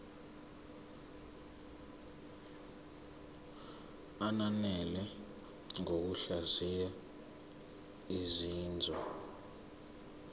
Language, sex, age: Zulu, male, 21